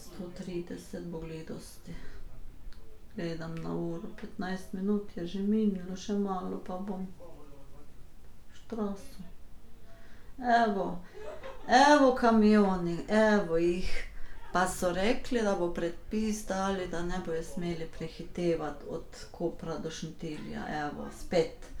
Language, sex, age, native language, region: Slovenian, female, 50-59, Slovenian, Carinthia region